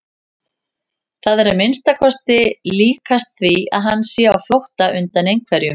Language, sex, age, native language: Icelandic, female, 50-59, Icelandic